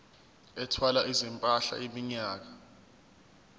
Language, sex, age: Zulu, male, 24